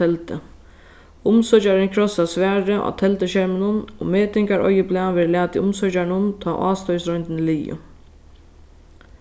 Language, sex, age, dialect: Faroese, female, 15-35, Sandoy